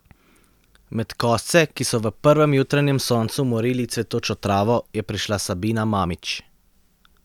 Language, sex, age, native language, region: Slovenian, male, 30-49, Slovenian, Central Slovenia